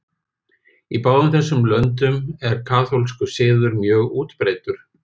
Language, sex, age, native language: Icelandic, male, 50-59, Icelandic